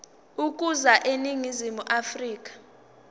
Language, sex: Zulu, female